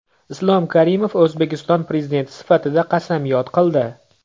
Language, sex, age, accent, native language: Uzbek, male, 25-34, Andijon, Uzbek